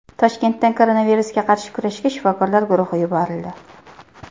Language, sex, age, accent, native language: Uzbek, female, 19-29, Qashqadaryo, Uzbek